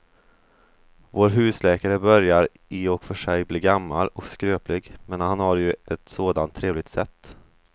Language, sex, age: Swedish, male, 23